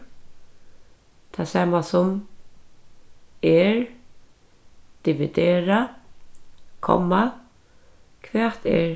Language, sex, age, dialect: Faroese, female, 36-60, Norðurstreymoy/Eysturoy